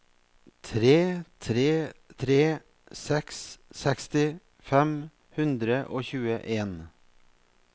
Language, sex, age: Norwegian, male, 44